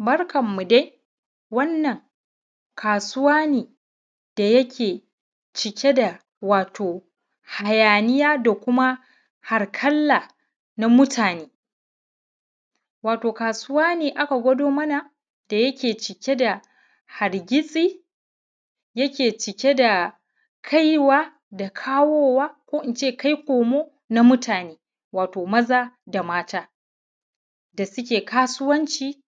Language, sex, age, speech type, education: Hausa, male, 30-45, spontaneous, primary